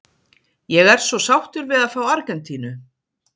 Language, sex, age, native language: Icelandic, female, 50-59, Icelandic